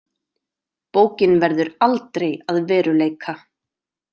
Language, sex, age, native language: Icelandic, female, 30-39, Icelandic